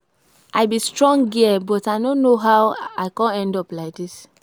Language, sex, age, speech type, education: Nigerian Pidgin, female, 15-29, spontaneous, tertiary